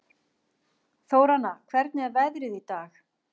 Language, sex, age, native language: Icelandic, female, 40-49, Icelandic